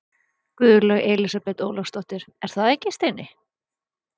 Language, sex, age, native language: Icelandic, female, 30-39, Icelandic